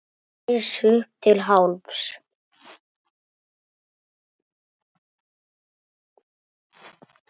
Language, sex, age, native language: Icelandic, male, 8, Icelandic